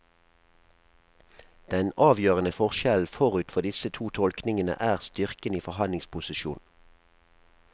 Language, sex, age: Norwegian, male, 37